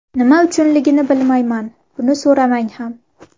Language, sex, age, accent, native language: Uzbek, female, 18-24, Farg'ona, Uzbek